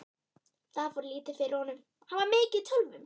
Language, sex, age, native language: Icelandic, female, 13, Icelandic